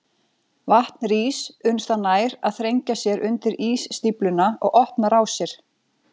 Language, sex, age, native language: Icelandic, female, 40-49, Icelandic